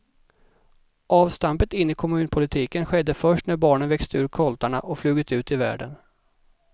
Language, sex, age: Swedish, male, 37